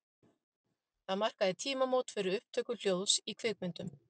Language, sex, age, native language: Icelandic, female, 50-59, Icelandic